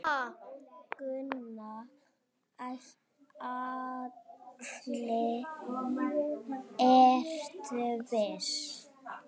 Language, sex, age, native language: Icelandic, female, 9, Icelandic